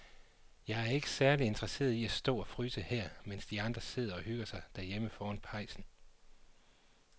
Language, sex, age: Danish, male, 39